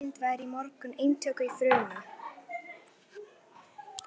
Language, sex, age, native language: Icelandic, female, 11, Icelandic